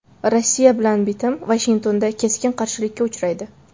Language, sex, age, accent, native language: Uzbek, female, 25-34, Farg'ona, Uzbek